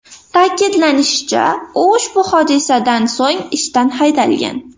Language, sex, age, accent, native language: Uzbek, female, 18-24, Namangan, Uzbek